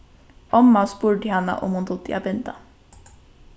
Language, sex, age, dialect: Faroese, female, 15-35, Norðuroyggjar